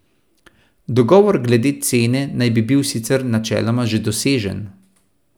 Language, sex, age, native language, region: Slovenian, male, 30-49, Slovenian, Central Slovenia